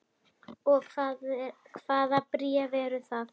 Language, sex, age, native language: Icelandic, female, 10, Icelandic